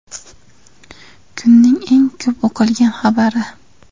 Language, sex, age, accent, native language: Uzbek, female, 18-24, Andijon, Uzbek